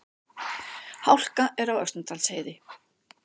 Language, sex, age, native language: Icelandic, female, 60-69, Icelandic